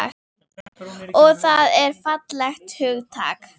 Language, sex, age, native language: Icelandic, female, 10, Icelandic